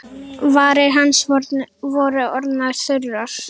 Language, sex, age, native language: Icelandic, female, 10, Icelandic